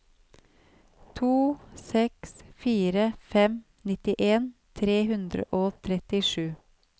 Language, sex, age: Norwegian, female, 37